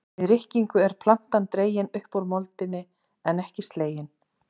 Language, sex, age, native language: Icelandic, female, 40-49, Icelandic